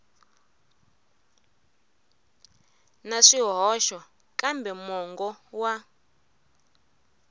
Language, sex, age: Tsonga, female, 24